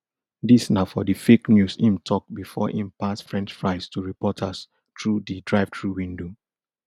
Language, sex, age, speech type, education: Nigerian Pidgin, male, 30-45, spontaneous, tertiary